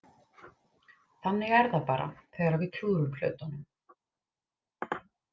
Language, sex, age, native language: Icelandic, female, 30-39, Icelandic